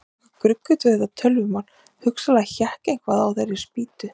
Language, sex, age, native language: Icelandic, female, 30-39, Icelandic